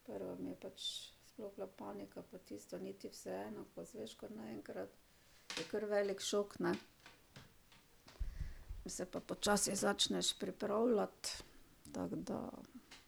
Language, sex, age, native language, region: Slovenian, female, 60+, Slovenian, Drava region